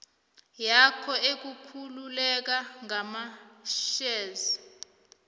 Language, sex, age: South Ndebele, female, 25